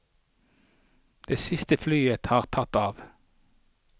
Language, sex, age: Norwegian, male, 48